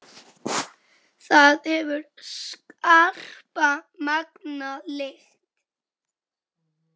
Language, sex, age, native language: Icelandic, male, 10, Icelandic